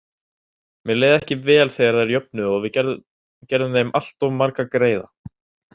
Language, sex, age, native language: Icelandic, male, 18-19, Icelandic